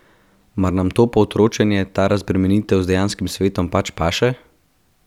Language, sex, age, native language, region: Slovenian, male, 12-17, Slovenian, Central Slovenia